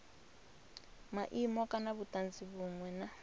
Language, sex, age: Venda, female, 26